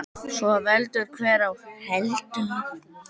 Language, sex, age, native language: Icelandic, male, 10, Icelandic